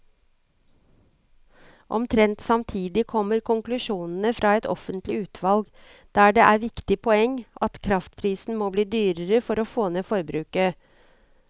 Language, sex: Norwegian, female